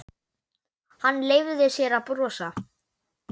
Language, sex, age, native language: Icelandic, male, 9, Icelandic